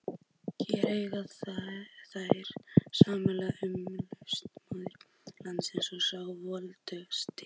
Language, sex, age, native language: Icelandic, male, 12, Icelandic